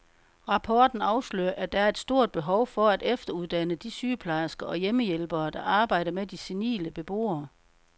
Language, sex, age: Danish, female, 52